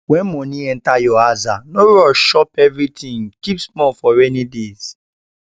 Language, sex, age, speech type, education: Nigerian Pidgin, male, 15-29, spontaneous, tertiary